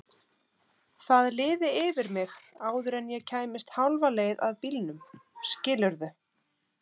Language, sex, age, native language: Icelandic, female, 30-39, Icelandic